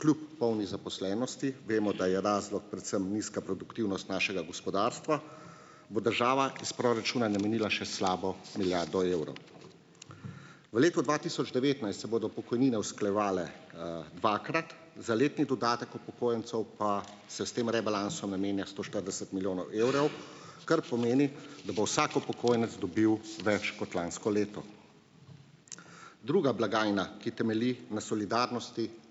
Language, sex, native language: Slovenian, male, Slovenian